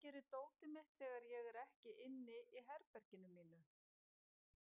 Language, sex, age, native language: Icelandic, female, 50-59, Icelandic